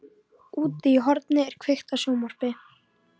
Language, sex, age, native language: Icelandic, female, 14, Icelandic